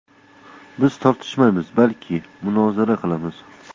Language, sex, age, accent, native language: Uzbek, male, 25-34, Toshkent shahri, Uzbek